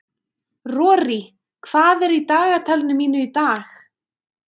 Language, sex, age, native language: Icelandic, female, 20-29, Icelandic